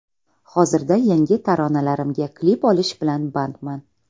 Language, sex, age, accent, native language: Uzbek, female, 18-24, Toshkent viloyati, Uzbek